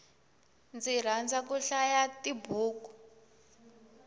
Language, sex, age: Tsonga, female, 18